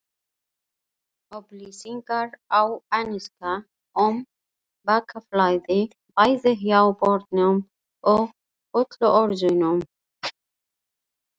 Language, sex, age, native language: Icelandic, female, 40-49, Icelandic